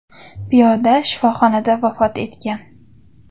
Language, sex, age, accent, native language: Uzbek, female, under 19, Toshkent viloyati, Uzbek